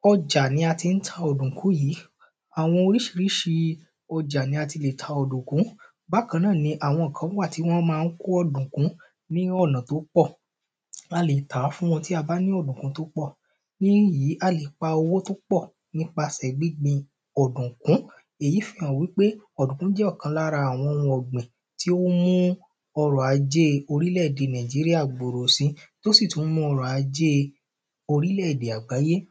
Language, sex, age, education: Yoruba, male, 30-45, primary